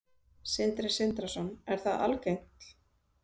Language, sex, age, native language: Icelandic, female, 30-39, Icelandic